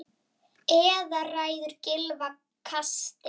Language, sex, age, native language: Icelandic, female, 9, Icelandic